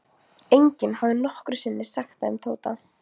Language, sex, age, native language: Icelandic, female, 15, Icelandic